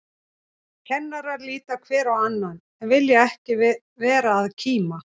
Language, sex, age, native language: Icelandic, female, 40-49, Icelandic